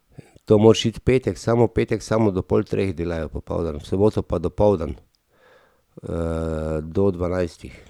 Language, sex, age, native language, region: Slovenian, male, 50-59, Slovenian, Drava region